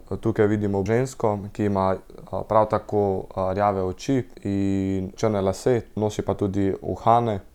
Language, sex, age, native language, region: Slovenian, male, 18-29, Slovenian, Central Slovenia